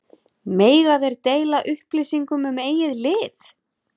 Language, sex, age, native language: Icelandic, female, 30-39, Icelandic